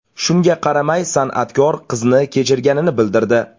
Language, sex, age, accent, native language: Uzbek, male, 25-34, Namangan, Uzbek